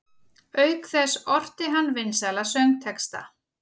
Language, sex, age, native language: Icelandic, female, 40-49, Icelandic